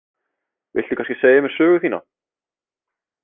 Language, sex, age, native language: Icelandic, male, 30-39, Icelandic